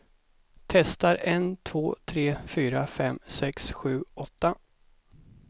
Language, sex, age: Swedish, male, 37